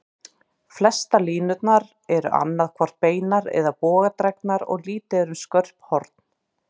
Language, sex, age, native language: Icelandic, female, 30-39, Icelandic